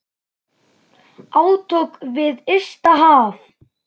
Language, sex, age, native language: Icelandic, female, 9, Icelandic